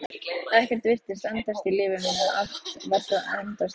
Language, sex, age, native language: Icelandic, female, 15, Icelandic